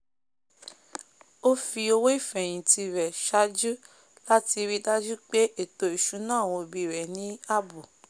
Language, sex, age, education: Yoruba, female, 15-29, tertiary